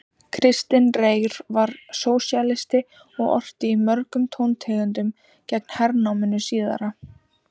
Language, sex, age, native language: Icelandic, female, 18-19, Icelandic